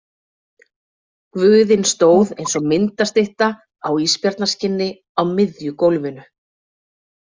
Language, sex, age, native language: Icelandic, female, 40-49, Icelandic